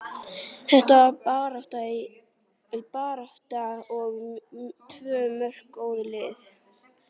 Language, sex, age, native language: Icelandic, female, 40-49, Icelandic